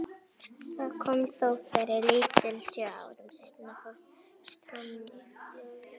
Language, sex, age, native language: Icelandic, female, 18-19, Icelandic